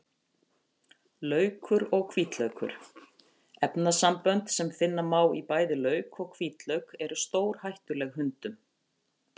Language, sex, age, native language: Icelandic, female, 50-59, Icelandic